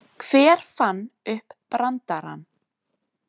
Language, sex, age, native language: Icelandic, female, 20-29, Icelandic